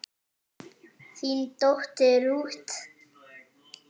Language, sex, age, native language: Icelandic, male, 8, French